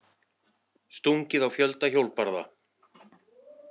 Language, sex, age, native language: Icelandic, male, 40-49, Icelandic